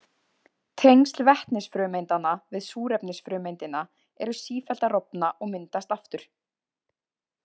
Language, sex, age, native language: Icelandic, female, 20-29, Icelandic